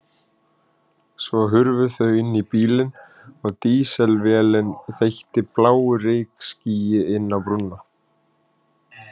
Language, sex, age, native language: Icelandic, male, 30-39, Icelandic